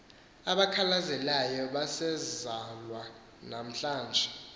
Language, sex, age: Xhosa, male, 18